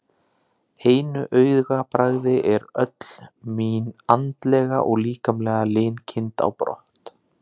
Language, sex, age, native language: Icelandic, male, 30-39, Icelandic